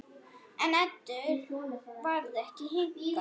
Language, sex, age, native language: Icelandic, female, 9, Icelandic